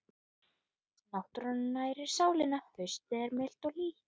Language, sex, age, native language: Icelandic, female, 12, Icelandic